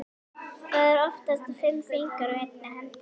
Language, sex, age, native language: Icelandic, female, 11, Icelandic